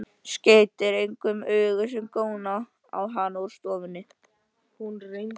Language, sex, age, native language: Icelandic, male, 13, Icelandic